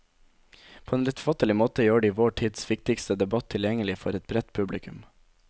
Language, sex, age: Norwegian, male, 17